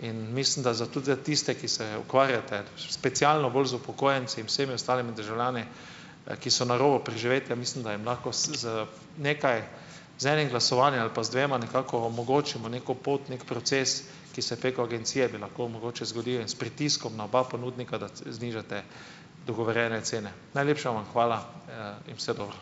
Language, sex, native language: Slovenian, male, Slovenian